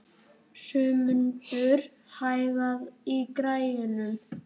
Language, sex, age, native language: Icelandic, male, 18-19, Icelandic